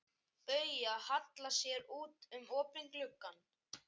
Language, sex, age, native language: Icelandic, male, 11, Icelandic